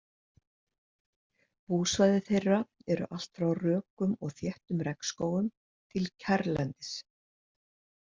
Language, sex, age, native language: Icelandic, female, 60-69, Icelandic